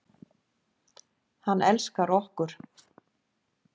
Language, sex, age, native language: Icelandic, female, 50-59, Icelandic